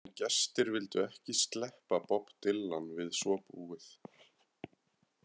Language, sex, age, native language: Icelandic, male, 30-39, Icelandic